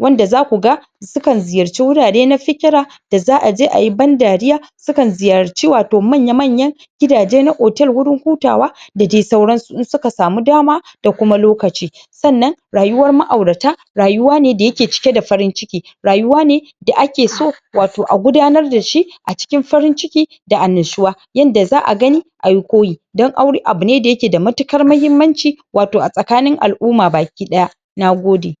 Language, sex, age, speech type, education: Hausa, male, 15-29, spontaneous, secondary